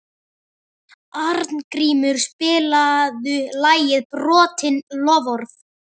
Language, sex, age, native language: Icelandic, male, 12, Icelandic